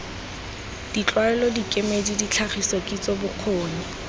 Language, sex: Tswana, female